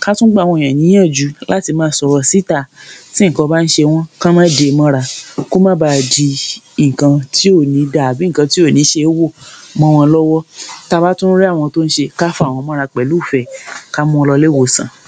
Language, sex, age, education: Yoruba, female, 30-45, primary